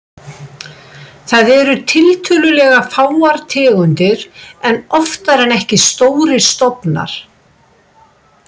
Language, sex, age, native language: Icelandic, female, 60-69, Icelandic